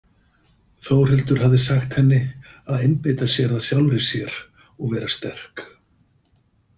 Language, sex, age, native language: Icelandic, male, 50-59, Icelandic